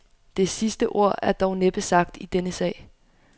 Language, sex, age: Danish, female, 25